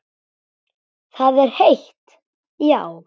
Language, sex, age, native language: Icelandic, male, 9, Icelandic